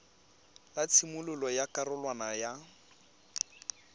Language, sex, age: Tswana, male, 23